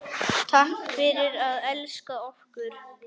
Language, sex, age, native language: Icelandic, male, 10, Icelandic